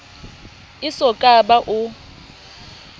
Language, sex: Southern Sotho, female